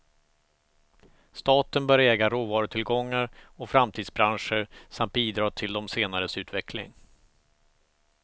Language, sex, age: Swedish, male, 45